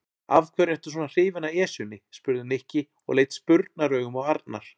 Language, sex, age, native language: Icelandic, male, 40-49, Icelandic